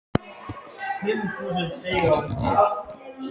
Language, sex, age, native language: Icelandic, male, 12, Icelandic